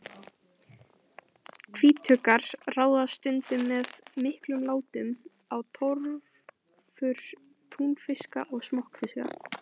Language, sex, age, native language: Icelandic, female, 18-19, Icelandic